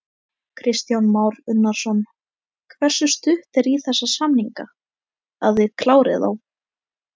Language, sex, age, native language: Icelandic, female, 18-19, Icelandic